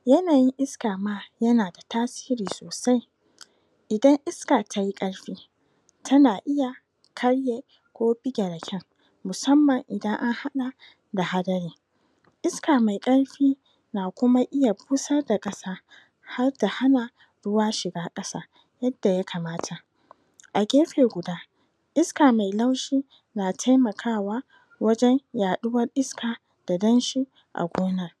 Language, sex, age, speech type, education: Hausa, female, 30-45, spontaneous, tertiary